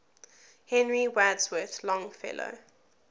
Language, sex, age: English, female, 20